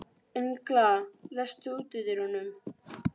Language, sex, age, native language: Icelandic, female, 12, Icelandic